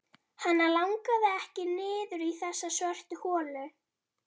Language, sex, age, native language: Icelandic, female, 12, Icelandic